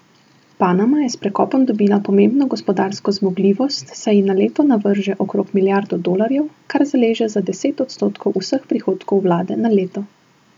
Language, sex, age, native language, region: Slovenian, female, 18-29, Slovenian, Southeast Slovenia